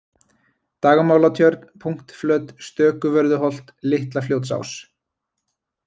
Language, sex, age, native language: Icelandic, male, 20-29, Icelandic